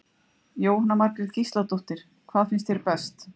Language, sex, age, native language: Icelandic, female, 50-59, Icelandic